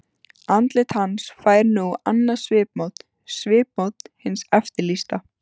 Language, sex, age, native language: Icelandic, female, 14, Icelandic